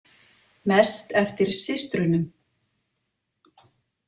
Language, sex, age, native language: Icelandic, female, 50-59, Icelandic